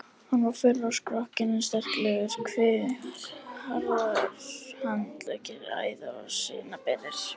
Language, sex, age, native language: Icelandic, female, 70-79, Icelandic